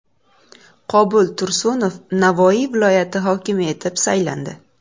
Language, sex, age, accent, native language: Uzbek, female, 18-24, Buxoro, Uzbek